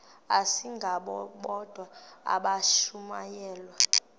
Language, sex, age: Xhosa, female, 21